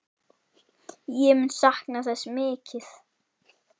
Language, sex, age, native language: Icelandic, female, 10, Icelandic